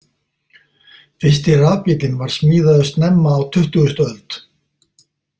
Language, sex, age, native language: Icelandic, male, 50-59, Icelandic